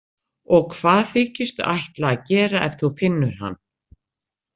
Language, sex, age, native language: Icelandic, female, 60-69, Icelandic